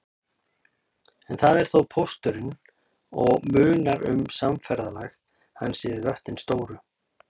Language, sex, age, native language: Icelandic, male, 30-39, Icelandic